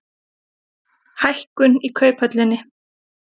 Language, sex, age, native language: Icelandic, female, 30-39, Icelandic